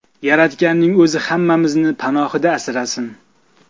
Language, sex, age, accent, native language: Uzbek, male, 35+, Toshkent viloyati, Uzbek